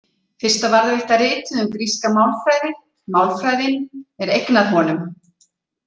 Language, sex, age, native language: Icelandic, female, 40-49, Icelandic